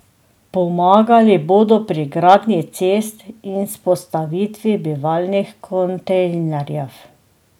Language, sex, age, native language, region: Slovenian, female, 50-59, Slovenian, Drava region